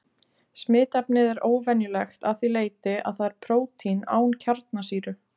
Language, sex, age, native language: Icelandic, female, 20-29, Icelandic